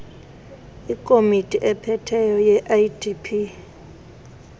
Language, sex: Xhosa, male